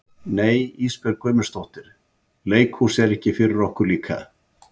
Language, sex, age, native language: Icelandic, male, 70-79, Icelandic